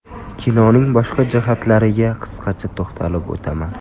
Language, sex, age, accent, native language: Uzbek, male, 18-24, Samarqand, Uzbek